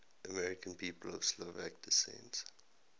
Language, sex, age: English, male, 19